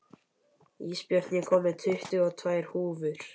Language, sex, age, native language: Icelandic, male, 11, Icelandic